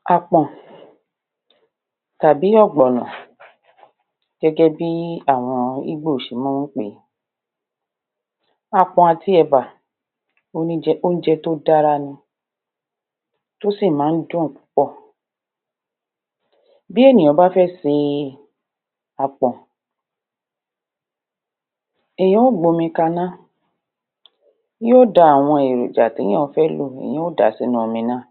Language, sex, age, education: Yoruba, female, 60+, tertiary